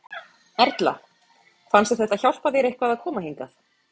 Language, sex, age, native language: Icelandic, female, 30-39, Icelandic